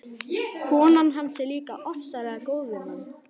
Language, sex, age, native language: Icelandic, female, 11, Icelandic